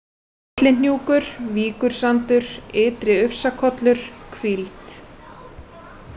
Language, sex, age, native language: Icelandic, female, 30-39, Icelandic